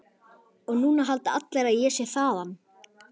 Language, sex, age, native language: Icelandic, male, 11, Icelandic